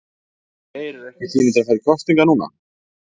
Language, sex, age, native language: Icelandic, male, 50-59, Icelandic